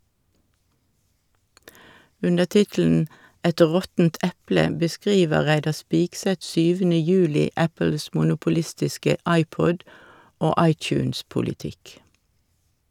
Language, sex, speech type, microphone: Norwegian, female, read, Shure